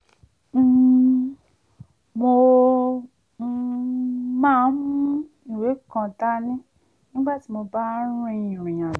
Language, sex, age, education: Yoruba, female, 30-45, tertiary